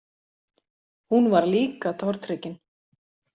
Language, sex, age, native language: Icelandic, female, 40-49, Icelandic